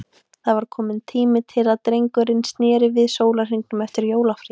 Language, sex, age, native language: Icelandic, female, 18-19, Icelandic